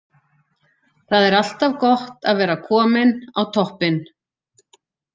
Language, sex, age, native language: Icelandic, female, 40-49, Icelandic